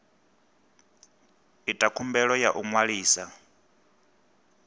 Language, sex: Venda, male